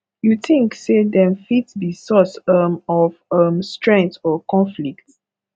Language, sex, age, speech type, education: Nigerian Pidgin, female, 15-29, spontaneous, tertiary